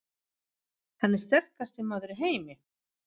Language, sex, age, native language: Icelandic, female, 50-59, Swedish